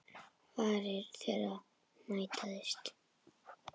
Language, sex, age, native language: Icelandic, female, 10, Icelandic